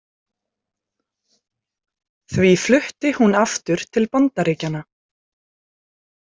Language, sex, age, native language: Icelandic, female, 20-29, Icelandic